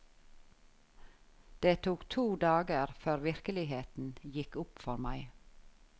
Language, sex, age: Norwegian, female, 51